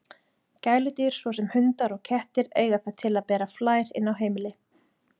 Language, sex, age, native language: Icelandic, female, 30-39, Icelandic